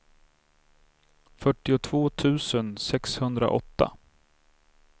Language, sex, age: Swedish, male, 32